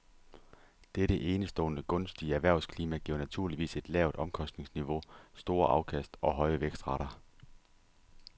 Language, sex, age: Danish, male, 30